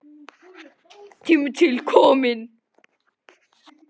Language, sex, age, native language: Icelandic, male, 10, Icelandic